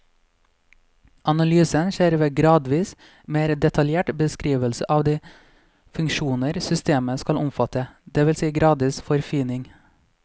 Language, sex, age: Norwegian, male, 26